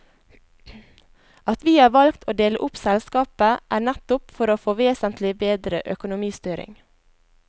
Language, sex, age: Norwegian, female, 21